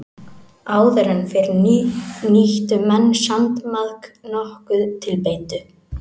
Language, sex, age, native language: Icelandic, male, 18-19, Icelandic